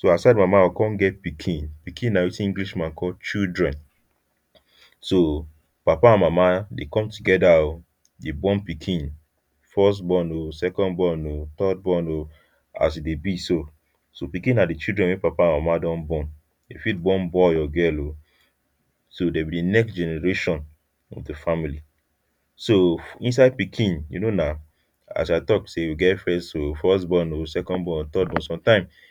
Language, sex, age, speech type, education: Nigerian Pidgin, male, 15-29, spontaneous, tertiary